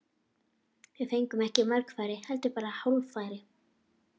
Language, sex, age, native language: Icelandic, female, 40-49, Icelandic